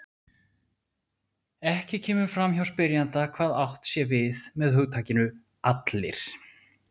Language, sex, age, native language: Icelandic, male, 40-49, Icelandic